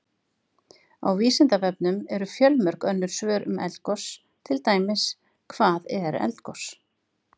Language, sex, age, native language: Icelandic, female, 50-59, Icelandic